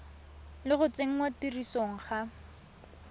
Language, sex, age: Tswana, female, 20